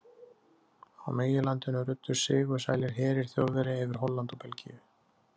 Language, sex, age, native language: Icelandic, male, 30-39, Icelandic